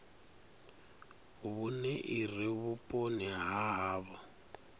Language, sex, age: Venda, male, 39